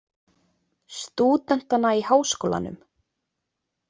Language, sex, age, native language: Icelandic, female, 20-29, Icelandic